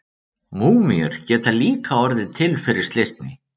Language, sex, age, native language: Icelandic, male, 30-39, Icelandic